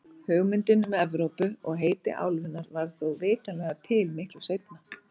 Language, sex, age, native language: Icelandic, female, 40-49, Icelandic